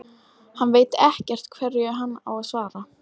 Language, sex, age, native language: Icelandic, female, 12, Icelandic